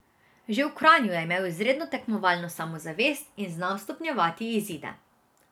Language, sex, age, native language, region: Slovenian, female, 18-29, Slovenian, Drava region